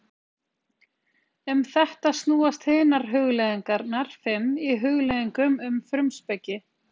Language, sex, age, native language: Icelandic, female, 30-39, Icelandic